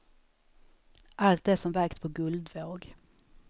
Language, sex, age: Swedish, female, 34